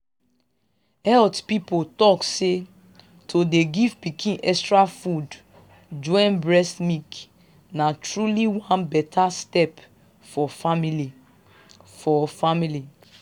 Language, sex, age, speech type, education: Nigerian Pidgin, female, 15-29, spontaneous, tertiary